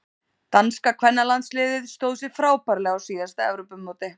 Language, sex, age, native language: Icelandic, female, 30-39, Icelandic